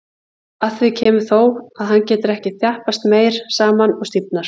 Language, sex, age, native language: Icelandic, female, 40-49, Icelandic